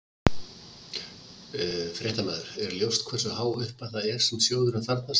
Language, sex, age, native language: Icelandic, male, 50-59, Icelandic